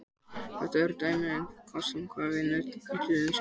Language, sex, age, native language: Icelandic, male, 18-19, Icelandic